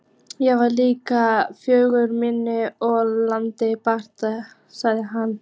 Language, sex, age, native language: Icelandic, female, 15, Icelandic